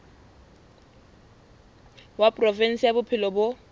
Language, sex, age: Southern Sotho, female, 20